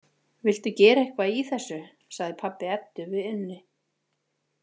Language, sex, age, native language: Icelandic, female, 40-49, Icelandic